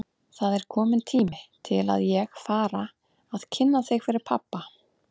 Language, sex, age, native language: Icelandic, female, 30-39, Icelandic